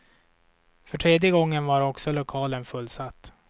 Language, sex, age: Swedish, male, 26